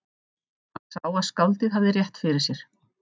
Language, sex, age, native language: Icelandic, female, 14, Icelandic